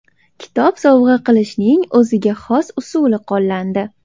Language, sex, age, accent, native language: Uzbek, female, under 19, Toshkent shahri, Uzbek